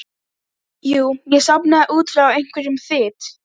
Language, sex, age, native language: Icelandic, female, 12, Icelandic